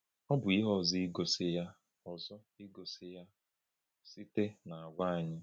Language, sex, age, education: Igbo, male, 15-29, tertiary